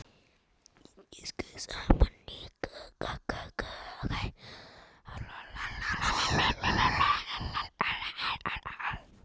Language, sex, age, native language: Icelandic, male, 10, Icelandic